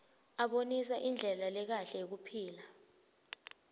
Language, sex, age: Swati, female, 20